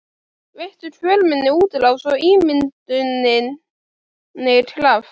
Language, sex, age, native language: Icelandic, female, 11, Icelandic